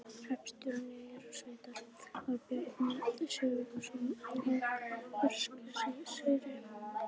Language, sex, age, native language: Icelandic, female, 11, Icelandic